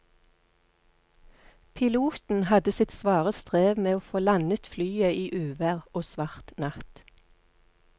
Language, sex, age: Norwegian, female, 48